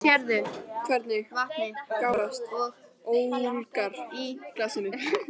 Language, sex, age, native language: Icelandic, female, 13, Icelandic